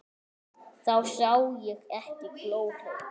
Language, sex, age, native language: Icelandic, male, 8, Icelandic